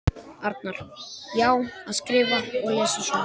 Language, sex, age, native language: Icelandic, male, 11, Icelandic